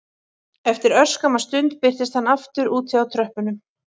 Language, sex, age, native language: Icelandic, female, 40-49, Icelandic